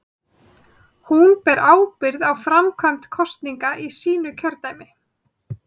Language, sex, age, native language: Icelandic, female, 30-39, Icelandic